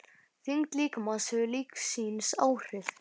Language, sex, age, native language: Icelandic, male, 12, Icelandic